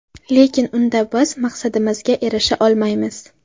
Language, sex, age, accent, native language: Uzbek, female, 18-24, Qashqadaryo, Uzbek